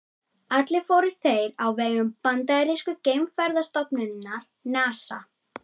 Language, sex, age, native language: Icelandic, female, 30-39, Icelandic